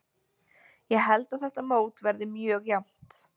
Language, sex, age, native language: Icelandic, female, 20-29, Icelandic